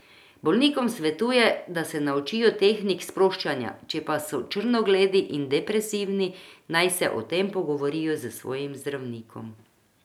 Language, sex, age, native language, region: Slovenian, female, 50-59, Croatian, Drava region